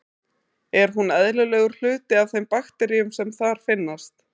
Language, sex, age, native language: Icelandic, female, 30-39, Icelandic